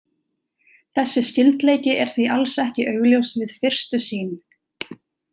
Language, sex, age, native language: Icelandic, female, 20-29, Icelandic